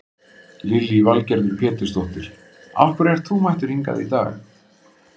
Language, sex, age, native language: Icelandic, male, 50-59, Icelandic